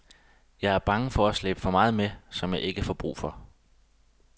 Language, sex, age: Danish, male, 32